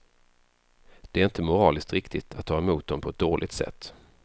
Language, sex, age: Swedish, male, 33